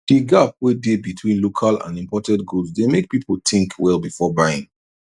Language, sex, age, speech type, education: Nigerian Pidgin, male, 30-45, spontaneous, tertiary